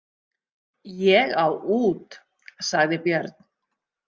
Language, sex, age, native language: Icelandic, female, 50-59, Icelandic